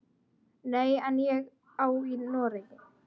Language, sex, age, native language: Icelandic, female, 10, Icelandic